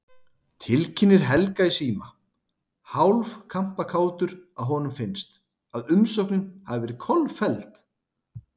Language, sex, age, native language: Icelandic, male, 30-39, Icelandic